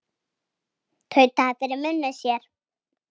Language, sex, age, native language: Icelandic, female, 8, Icelandic